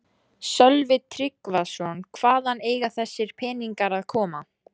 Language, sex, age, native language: Icelandic, female, 14, Icelandic